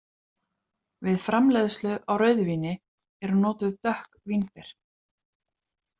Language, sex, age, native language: Icelandic, female, 30-39, Icelandic